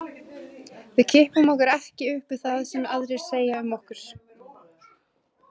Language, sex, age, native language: Icelandic, female, 20-29, Icelandic